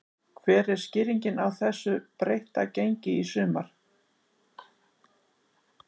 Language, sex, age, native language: Icelandic, female, 60-69, Icelandic